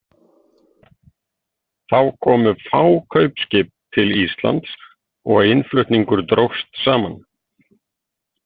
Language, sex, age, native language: Icelandic, male, 50-59, Icelandic